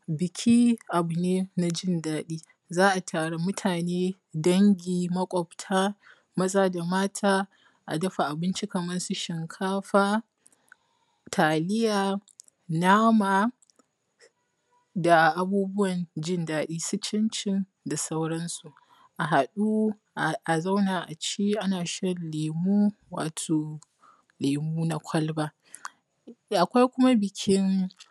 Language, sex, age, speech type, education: Hausa, female, 30-45, spontaneous, primary